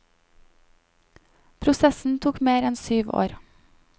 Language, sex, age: Norwegian, female, 25